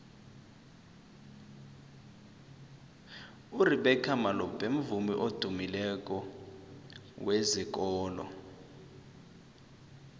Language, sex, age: South Ndebele, male, 23